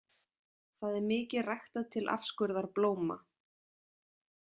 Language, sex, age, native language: Icelandic, female, 40-49, Icelandic